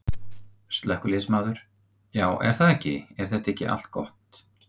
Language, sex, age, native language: Icelandic, male, 50-59, Icelandic